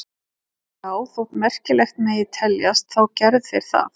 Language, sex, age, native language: Icelandic, female, 40-49, Icelandic